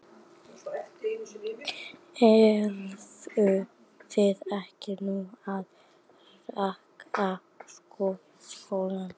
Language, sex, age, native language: Icelandic, female, 11, Icelandic